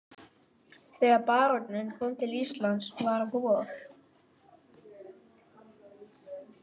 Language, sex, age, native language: Icelandic, male, 11, Icelandic